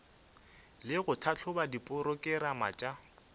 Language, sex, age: Northern Sotho, male, 24